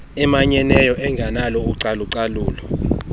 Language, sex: Xhosa, male